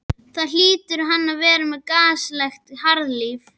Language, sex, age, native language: Icelandic, female, 11, Icelandic